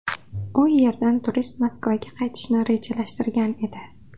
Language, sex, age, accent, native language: Uzbek, female, 18-24, Andijon, Uzbek